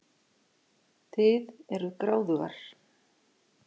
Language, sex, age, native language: Icelandic, female, 50-59, Icelandic